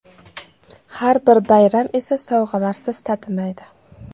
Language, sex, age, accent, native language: Uzbek, female, 18-24, Namangan, Uzbek